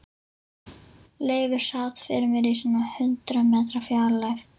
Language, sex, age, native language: Icelandic, female, 11, Icelandic